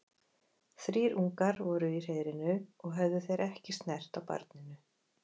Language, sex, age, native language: Icelandic, female, 40-49, Icelandic